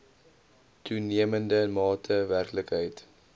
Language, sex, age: Afrikaans, male, 20